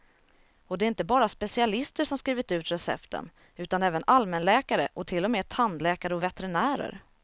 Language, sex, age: Swedish, female, 27